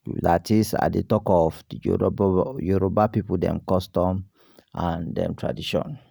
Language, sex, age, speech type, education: Nigerian Pidgin, male, 30-45, spontaneous, tertiary